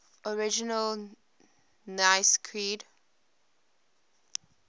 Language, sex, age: English, female, 21